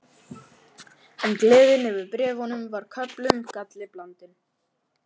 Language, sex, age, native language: Icelandic, male, 11, Icelandic